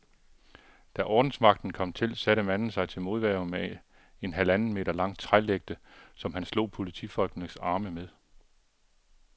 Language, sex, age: Danish, male, 42